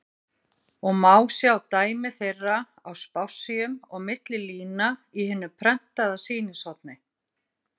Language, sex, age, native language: Icelandic, female, 50-59, Icelandic